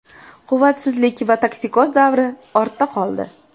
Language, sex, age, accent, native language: Uzbek, female, 18-24, Toshkent viloyati, Uzbek